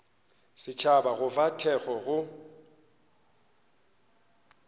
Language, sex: Northern Sotho, male